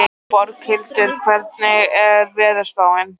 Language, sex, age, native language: Icelandic, female, 13, Icelandic